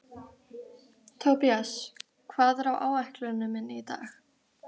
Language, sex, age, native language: Icelandic, female, 12, Icelandic